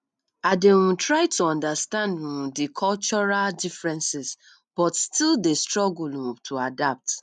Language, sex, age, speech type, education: Nigerian Pidgin, female, 30-45, spontaneous, tertiary